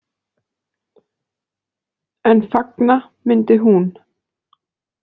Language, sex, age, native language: Icelandic, female, 20-29, Icelandic